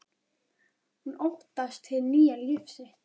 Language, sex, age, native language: Icelandic, female, 12, Icelandic